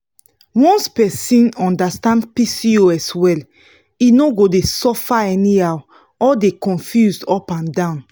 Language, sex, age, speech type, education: Nigerian Pidgin, female, 15-29, spontaneous, tertiary